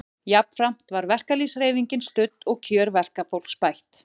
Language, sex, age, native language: Icelandic, female, 40-49, Icelandic